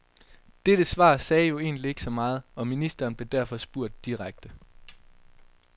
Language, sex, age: Danish, male, 22